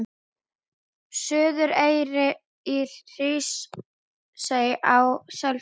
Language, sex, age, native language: Icelandic, female, 12, Icelandic